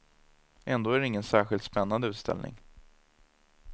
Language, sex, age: Swedish, male, 30